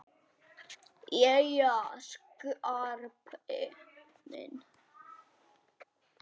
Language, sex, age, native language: Icelandic, female, 6, Icelandic